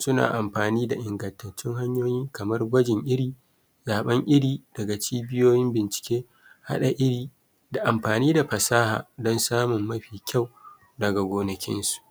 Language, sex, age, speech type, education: Hausa, male, 30-45, spontaneous, tertiary